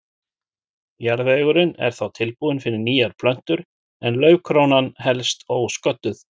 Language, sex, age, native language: Icelandic, male, 40-49, Icelandic